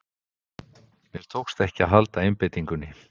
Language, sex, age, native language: Icelandic, male, 50-59, Icelandic